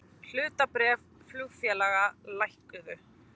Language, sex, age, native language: Icelandic, female, 20-29, Icelandic